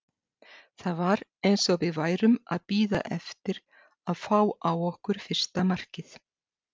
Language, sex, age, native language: Icelandic, female, 60-69, Icelandic